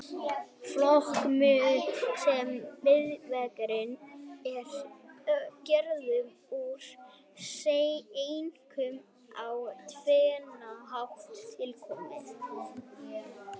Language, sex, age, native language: Icelandic, female, 30-39, Icelandic